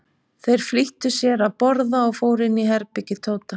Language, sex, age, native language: Icelandic, female, 50-59, Icelandic